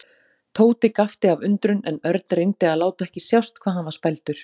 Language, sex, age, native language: Icelandic, female, 40-49, Icelandic